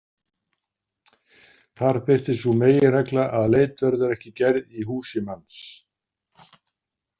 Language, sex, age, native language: Icelandic, male, 50-59, Icelandic